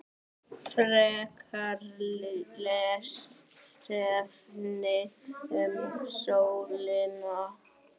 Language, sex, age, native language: Icelandic, male, 8, Icelandic